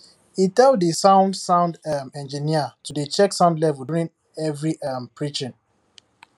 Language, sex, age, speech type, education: Nigerian Pidgin, male, 15-29, spontaneous, tertiary